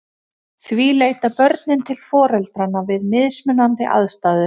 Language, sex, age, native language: Icelandic, female, 30-39, Icelandic